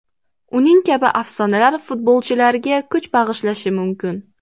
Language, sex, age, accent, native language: Uzbek, female, 18-24, Andijon, Uzbek